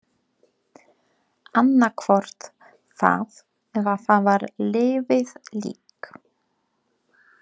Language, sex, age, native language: Icelandic, female, 30-39, Polish